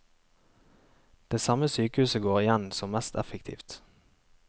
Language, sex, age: Norwegian, male, 23